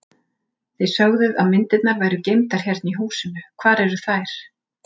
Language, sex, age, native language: Icelandic, female, 40-49, Icelandic